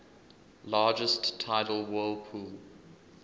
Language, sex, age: English, male, 20